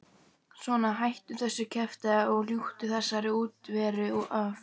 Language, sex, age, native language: Icelandic, female, 12, Icelandic